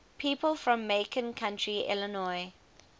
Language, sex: English, female